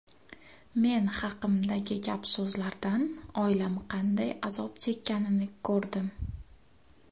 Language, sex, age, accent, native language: Uzbek, female, 19-29, Farg'ona, Uzbek